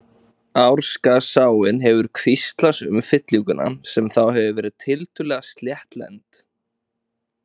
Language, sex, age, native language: Icelandic, male, 20-29, Icelandic